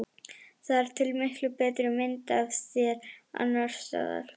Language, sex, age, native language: Icelandic, female, 11, Icelandic